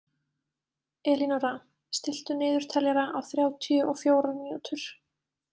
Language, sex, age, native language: Icelandic, female, 20-29, Icelandic